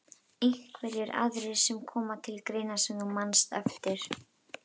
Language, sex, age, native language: Icelandic, female, 12, Icelandic